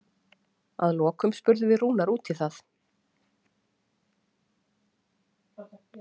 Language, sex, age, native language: Icelandic, female, 40-49, Icelandic